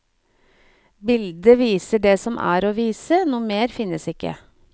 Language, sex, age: Norwegian, female, 49